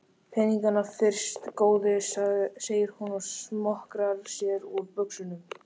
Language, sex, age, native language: Icelandic, male, 13, Icelandic